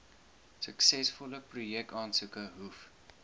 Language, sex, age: Afrikaans, male, 19